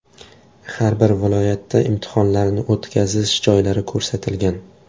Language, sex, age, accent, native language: Uzbek, male, 18-24, Toshkent shahri, Uzbek